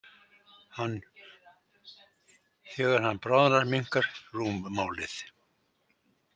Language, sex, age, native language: Icelandic, male, 60-69, Icelandic